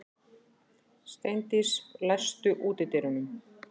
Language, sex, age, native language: Icelandic, female, 40-49, Icelandic